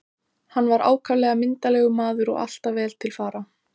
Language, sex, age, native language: Icelandic, female, 14, Icelandic